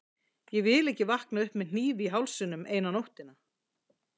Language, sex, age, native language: Icelandic, female, 40-49, Icelandic